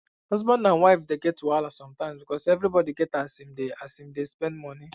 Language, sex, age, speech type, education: Nigerian Pidgin, male, 15-29, spontaneous, secondary